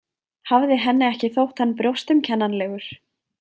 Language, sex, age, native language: Icelandic, female, 20-29, Icelandic